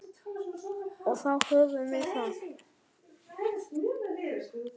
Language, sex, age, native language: Icelandic, male, 9, Icelandic